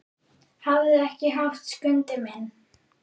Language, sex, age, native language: Icelandic, female, 10, Icelandic